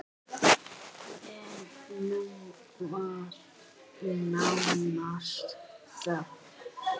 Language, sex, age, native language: Icelandic, male, 8, Icelandic